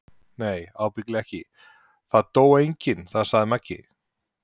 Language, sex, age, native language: Icelandic, male, 40-49, Icelandic